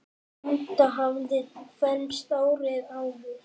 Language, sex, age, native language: Icelandic, male, 8, Icelandic